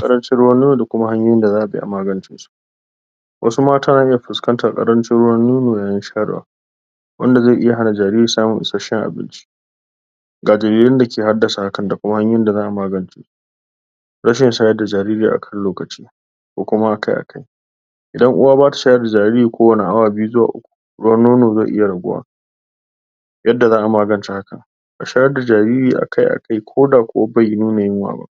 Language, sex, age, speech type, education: Hausa, male, 15-29, spontaneous, tertiary